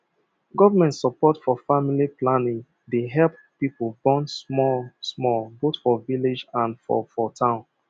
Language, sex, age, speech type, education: Nigerian Pidgin, male, 30-45, spontaneous, tertiary